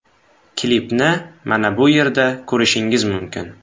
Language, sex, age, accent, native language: Uzbek, male, 18-24, Samarqand, Uzbek